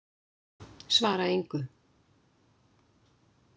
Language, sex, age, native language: Icelandic, female, 60-69, Icelandic